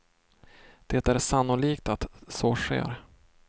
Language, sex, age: Swedish, male, 32